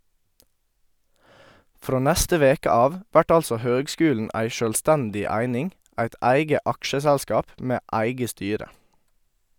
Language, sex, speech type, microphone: Norwegian, male, read, Sennheiser